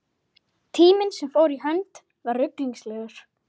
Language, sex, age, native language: Icelandic, female, 12, Icelandic